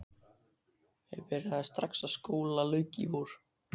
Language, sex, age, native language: Icelandic, male, 12, Icelandic